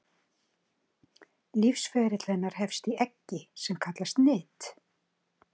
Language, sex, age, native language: Icelandic, female, 60-69, Icelandic